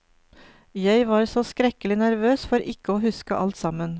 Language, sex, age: Norwegian, female, 49